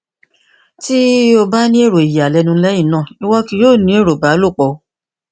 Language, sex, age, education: Yoruba, female, 46-60, tertiary